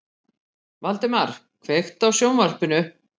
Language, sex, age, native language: Icelandic, female, 50-59, Icelandic